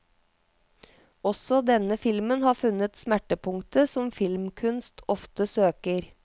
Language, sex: Norwegian, female